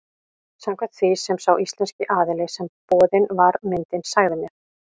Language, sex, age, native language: Icelandic, female, 40-49, Icelandic